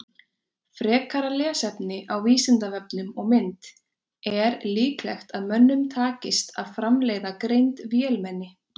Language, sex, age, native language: Icelandic, female, 20-29, Icelandic